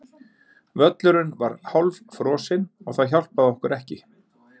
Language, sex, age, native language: Icelandic, male, 50-59, Icelandic